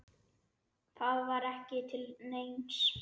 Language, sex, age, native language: Icelandic, male, 9, Icelandic